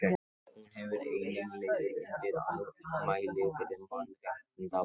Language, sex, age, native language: Icelandic, male, 18-19, Icelandic